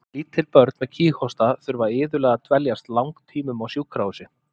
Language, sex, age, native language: Icelandic, male, 30-39, Icelandic